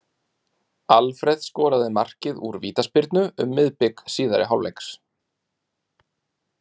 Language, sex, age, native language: Icelandic, male, 30-39, Icelandic